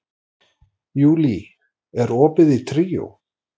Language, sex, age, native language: Icelandic, male, 40-49, Icelandic